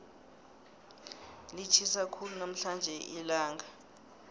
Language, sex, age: South Ndebele, female, 23